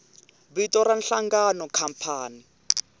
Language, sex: Tsonga, male